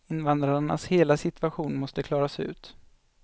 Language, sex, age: Swedish, male, 25